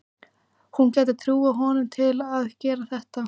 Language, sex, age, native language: Icelandic, female, 14, Icelandic